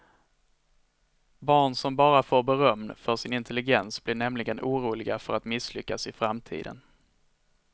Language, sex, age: Swedish, male, 21